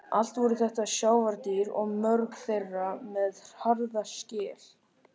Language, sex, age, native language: Icelandic, male, 13, Icelandic